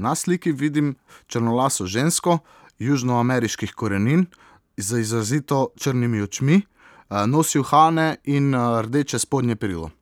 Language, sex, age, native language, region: Slovenian, male, 18-29, Slovenian, Southeast Slovenia